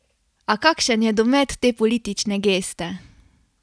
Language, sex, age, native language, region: Slovenian, female, 18-29, Slovenian, Carinthia region